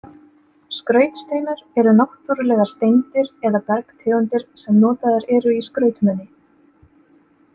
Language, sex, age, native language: Icelandic, female, 30-39, Icelandic